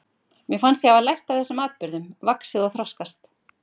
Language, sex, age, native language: Icelandic, female, 50-59, Icelandic